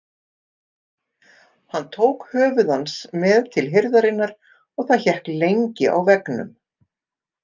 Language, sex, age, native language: Icelandic, female, 50-59, Icelandic